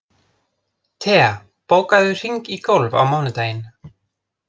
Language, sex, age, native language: Icelandic, other, 30-39, Icelandic